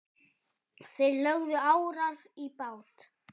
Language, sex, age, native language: Icelandic, male, 10, Icelandic